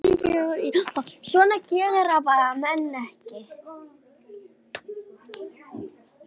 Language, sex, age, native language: Icelandic, male, 10, Icelandic